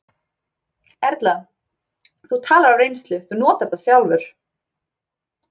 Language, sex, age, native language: Icelandic, female, 30-39, Icelandic